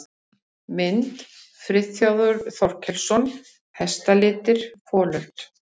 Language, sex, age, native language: Icelandic, female, 50-59, Icelandic